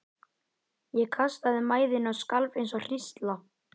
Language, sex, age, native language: Icelandic, female, 11, Icelandic